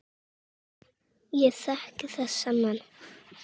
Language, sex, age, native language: Icelandic, female, 7, Czech